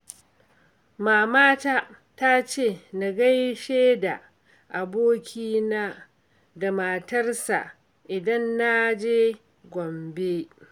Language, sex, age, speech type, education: Hausa, female, 46-60, read, secondary